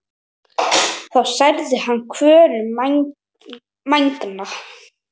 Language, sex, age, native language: Icelandic, male, 7, Icelandic